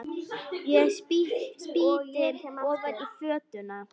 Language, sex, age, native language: Icelandic, female, 9, Icelandic